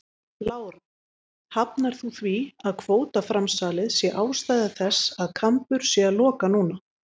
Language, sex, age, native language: Icelandic, female, 30-39, Icelandic